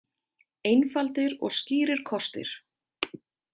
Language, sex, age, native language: Icelandic, female, 30-39, Icelandic